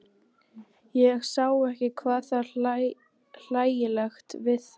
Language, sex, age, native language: Icelandic, female, 12, Icelandic